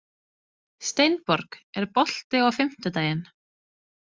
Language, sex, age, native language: Icelandic, female, 30-39, Danish